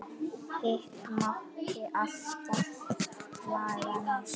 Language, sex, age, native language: Icelandic, male, 10, Icelandic